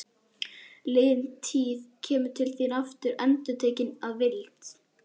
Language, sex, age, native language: Icelandic, male, 11, Icelandic